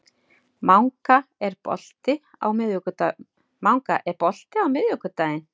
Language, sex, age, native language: Icelandic, female, 60-69, Icelandic